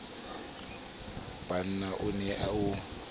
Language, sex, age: Southern Sotho, male, 26